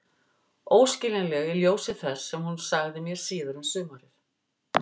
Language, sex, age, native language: Icelandic, female, 60-69, Icelandic